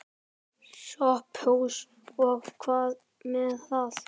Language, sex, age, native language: Icelandic, male, 10, Icelandic